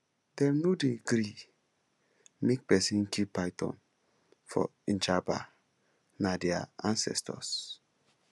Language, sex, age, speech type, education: Nigerian Pidgin, male, 15-29, spontaneous, tertiary